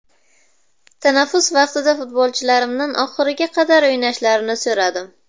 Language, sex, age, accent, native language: Uzbek, female, 19-29, Buxoro, Uzbek